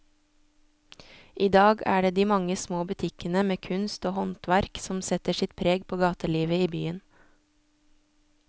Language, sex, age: Norwegian, female, 24